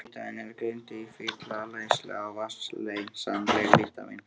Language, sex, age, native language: Icelandic, male, 13, Icelandic